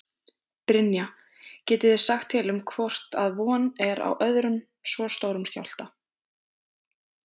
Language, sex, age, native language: Icelandic, female, 20-29, Icelandic